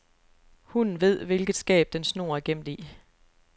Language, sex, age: Danish, female, 29